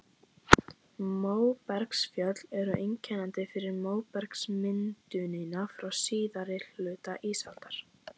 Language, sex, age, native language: Icelandic, female, 15, Icelandic